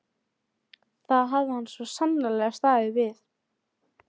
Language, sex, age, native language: Icelandic, female, 13, Icelandic